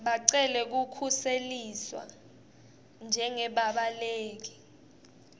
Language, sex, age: Swati, female, 18